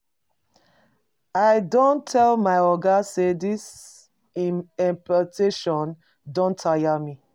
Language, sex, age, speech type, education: Nigerian Pidgin, female, 30-45, spontaneous, tertiary